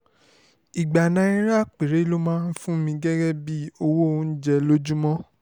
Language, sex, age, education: Yoruba, male, 15-29, tertiary